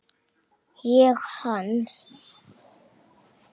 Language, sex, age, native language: Icelandic, male, 6, Icelandic